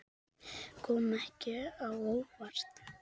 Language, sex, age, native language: Icelandic, female, 7, Icelandic